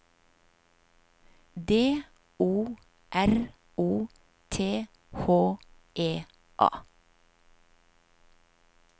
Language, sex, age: Norwegian, female, 50